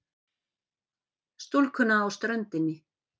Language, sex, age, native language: Icelandic, female, 50-59, Icelandic